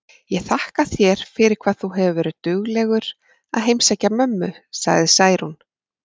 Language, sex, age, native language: Icelandic, female, 40-49, Icelandic